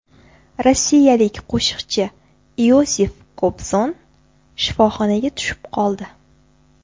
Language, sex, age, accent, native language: Uzbek, female, 18-24, Buxoro, Uzbek